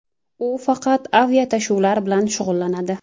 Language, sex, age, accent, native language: Uzbek, female, 19-29, Jizzax, Uzbek